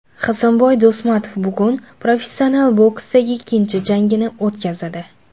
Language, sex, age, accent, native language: Uzbek, female, under 19, Jizzax, Uzbek